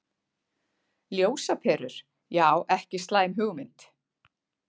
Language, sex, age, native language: Icelandic, female, 40-49, Icelandic